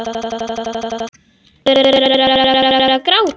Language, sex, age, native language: Icelandic, male, 10, Icelandic